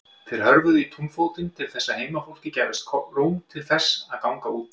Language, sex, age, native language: Icelandic, male, 50-59, Icelandic